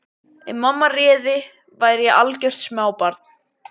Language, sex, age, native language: Icelandic, male, 12, Icelandic